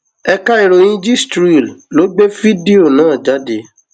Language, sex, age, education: Yoruba, male, 15-29, tertiary